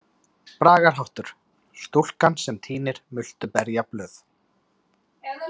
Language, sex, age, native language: Icelandic, male, 30-39, Icelandic